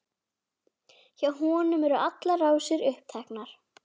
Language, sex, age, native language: Icelandic, female, 11, Icelandic